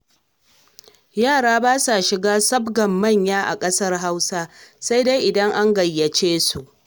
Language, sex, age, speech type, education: Hausa, female, 30-45, read, secondary